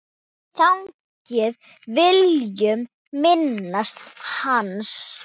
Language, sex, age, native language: Icelandic, female, 10, Thai